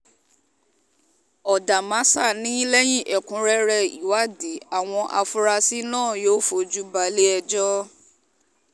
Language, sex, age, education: Yoruba, female, 15-29, tertiary